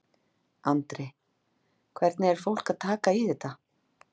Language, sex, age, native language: Icelandic, female, 50-59, Icelandic